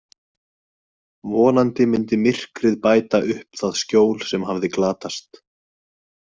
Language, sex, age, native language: Icelandic, male, 20-29, Icelandic